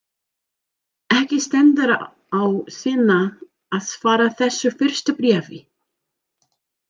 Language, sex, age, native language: Icelandic, female, 40-49, English